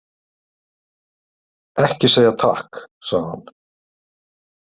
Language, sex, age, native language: Icelandic, male, 30-39, Icelandic